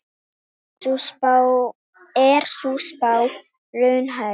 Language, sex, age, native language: Icelandic, female, 7, Icelandic